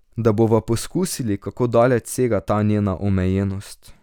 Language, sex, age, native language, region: Slovenian, male, 18-29, Slovenian, Drava region